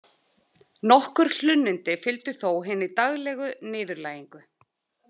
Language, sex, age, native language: Icelandic, female, 30-39, Icelandic